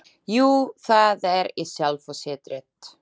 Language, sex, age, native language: Icelandic, female, 20-29, Slovak